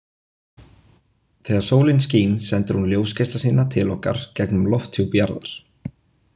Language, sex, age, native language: Icelandic, male, 20-29, Icelandic